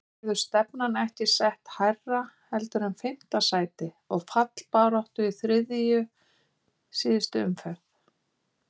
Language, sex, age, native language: Icelandic, female, 50-59, Icelandic